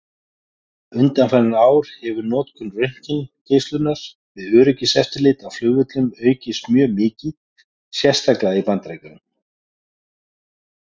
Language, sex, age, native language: Icelandic, male, 40-49, Icelandic